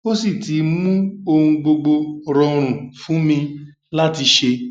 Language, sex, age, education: Yoruba, male, 15-29, tertiary